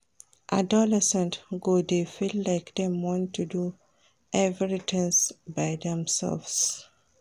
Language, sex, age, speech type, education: Nigerian Pidgin, female, 30-45, read, primary